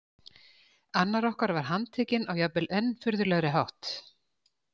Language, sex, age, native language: Icelandic, female, 60-69, Icelandic